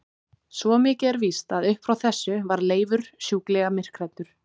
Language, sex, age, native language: Icelandic, female, 18-19, Icelandic